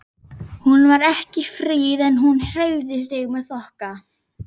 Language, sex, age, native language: Icelandic, female, 11, Icelandic